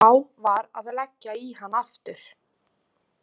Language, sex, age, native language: Icelandic, female, 30-39, Icelandic